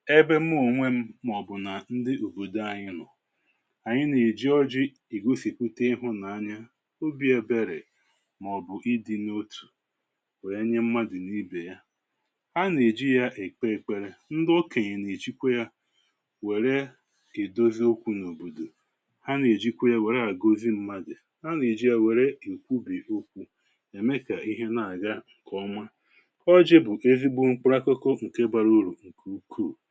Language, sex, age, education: Igbo, male, 46-60, tertiary